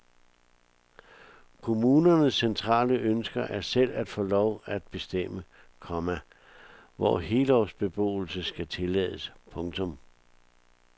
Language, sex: Danish, male